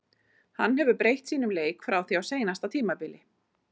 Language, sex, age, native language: Icelandic, female, 40-49, Icelandic